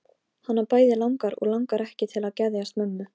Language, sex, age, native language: Icelandic, female, 13, Polish